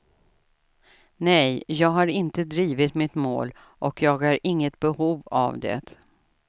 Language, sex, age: Swedish, female, 67